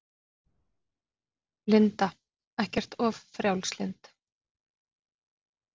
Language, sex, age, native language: Icelandic, female, 40-49, Icelandic